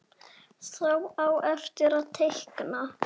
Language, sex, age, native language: Icelandic, male, 6, Icelandic